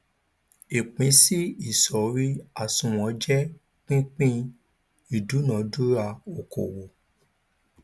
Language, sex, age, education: Yoruba, male, 15-29, tertiary